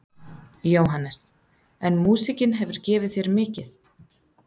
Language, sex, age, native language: Icelandic, female, 30-39, Icelandic